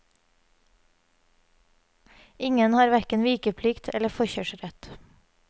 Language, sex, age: Norwegian, female, 30